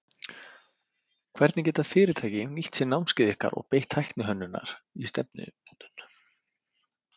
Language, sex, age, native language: Icelandic, male, 30-39, Icelandic